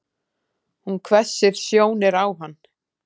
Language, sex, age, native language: Icelandic, female, 10, Icelandic